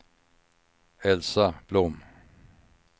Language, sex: Swedish, male